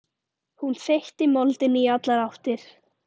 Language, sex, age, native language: Icelandic, female, 13, Icelandic